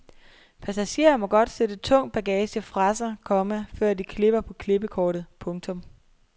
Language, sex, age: Danish, female, 23